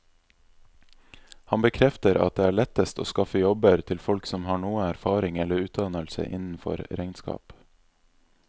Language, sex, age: Norwegian, male, 26